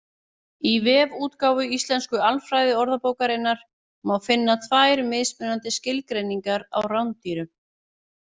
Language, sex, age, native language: Icelandic, female, 40-49, Icelandic